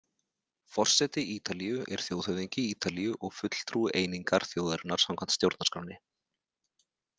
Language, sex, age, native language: Icelandic, male, 40-49, Icelandic